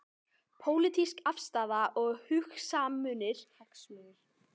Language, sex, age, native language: Icelandic, female, 18-19, Icelandic